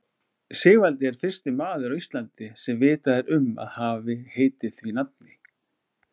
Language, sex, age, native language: Icelandic, male, 40-49, Icelandic